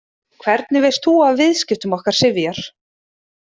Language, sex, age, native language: Icelandic, female, 30-39, Icelandic